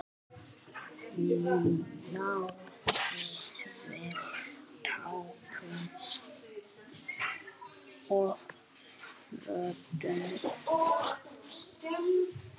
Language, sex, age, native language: Icelandic, male, 8, Icelandic